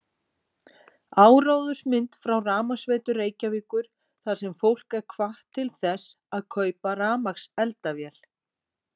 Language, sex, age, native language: Icelandic, female, 40-49, Icelandic